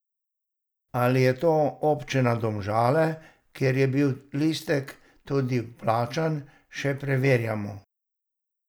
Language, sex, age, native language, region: Slovenian, male, 60+, Slovenian, Savinja region